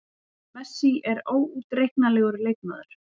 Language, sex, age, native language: Icelandic, female, 40-49, Icelandic